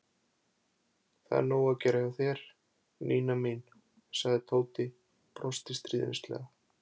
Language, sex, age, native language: Icelandic, male, 40-49, Icelandic